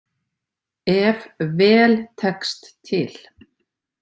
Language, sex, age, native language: Icelandic, female, 50-59, Icelandic